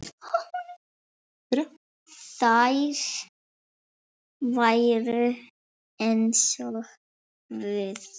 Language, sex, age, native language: Icelandic, female, 6, Icelandic